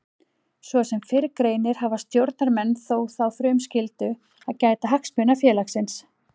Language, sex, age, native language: Icelandic, female, 40-49, Icelandic